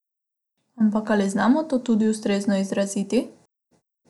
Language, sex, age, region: Slovenian, female, 18-29, Abroad